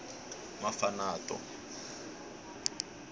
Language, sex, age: Tsonga, male, 21